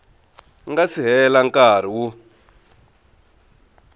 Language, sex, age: Tsonga, male, 23